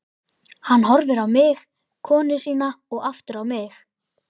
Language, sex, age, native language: Icelandic, male, 11, Icelandic